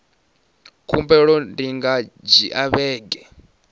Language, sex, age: Venda, male, 19